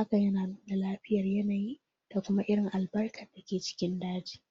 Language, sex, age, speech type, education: Hausa, female, 46-60, spontaneous, tertiary